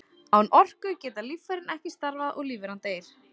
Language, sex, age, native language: Icelandic, female, 20-29, Icelandic